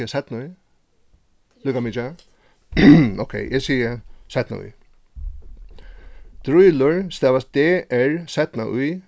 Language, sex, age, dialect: Faroese, male, 36-60, Suðurstreymoy